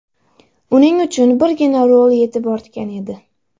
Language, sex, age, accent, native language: Uzbek, female, under 19, Andijon, Uzbek